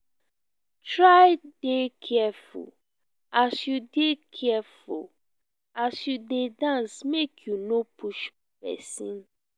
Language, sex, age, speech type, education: Nigerian Pidgin, female, 15-29, spontaneous, tertiary